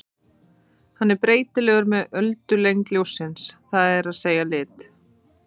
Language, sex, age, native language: Icelandic, female, 30-39, Icelandic